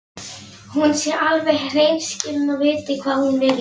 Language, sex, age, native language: Icelandic, female, 11, Polish